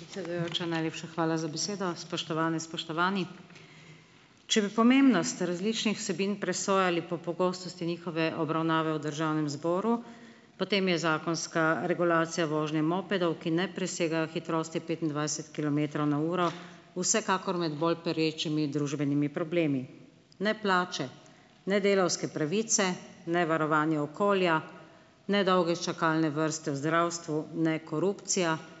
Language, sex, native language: Slovenian, female, Slovenian